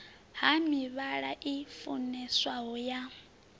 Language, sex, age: Venda, female, 20